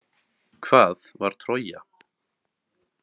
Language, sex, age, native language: Icelandic, male, 30-39, Icelandic